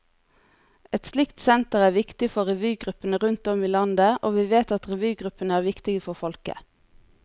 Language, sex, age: Norwegian, female, 40